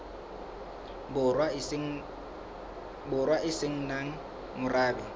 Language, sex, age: Southern Sotho, male, 23